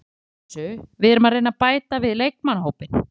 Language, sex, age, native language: Icelandic, female, 30-39, Icelandic